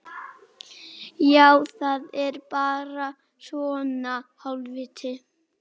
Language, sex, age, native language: Icelandic, male, 8, Icelandic